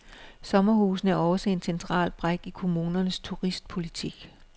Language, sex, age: Danish, female, 56